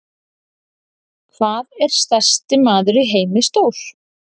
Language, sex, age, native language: Icelandic, female, 30-39, Icelandic